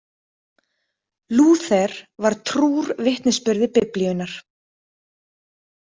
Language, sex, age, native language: Icelandic, female, 30-39, Icelandic